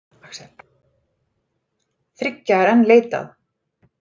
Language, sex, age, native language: Icelandic, female, 40-49, Icelandic